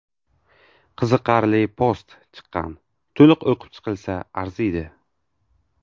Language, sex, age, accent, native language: Uzbek, male, 18-24, Navoiy, Uzbek